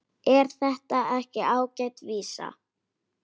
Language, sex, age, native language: Icelandic, female, 10, Icelandic